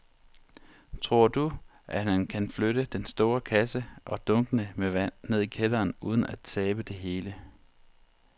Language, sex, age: Danish, male, 40